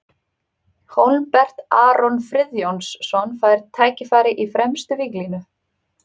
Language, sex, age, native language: Icelandic, female, 30-39, Icelandic